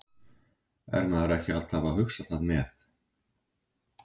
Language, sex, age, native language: Icelandic, male, 40-49, Icelandic